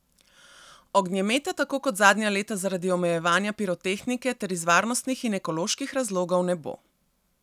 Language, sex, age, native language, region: Slovenian, female, 30-49, Slovenian, Central Slovenia